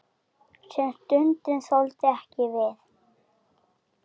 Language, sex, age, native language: Icelandic, female, 7, Icelandic